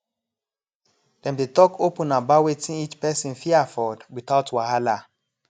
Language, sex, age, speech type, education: Nigerian Pidgin, male, 30-45, spontaneous, tertiary